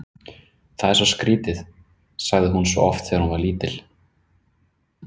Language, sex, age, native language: Icelandic, male, 30-39, Icelandic